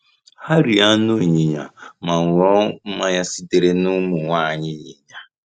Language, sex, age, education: Igbo, male, 15-29, tertiary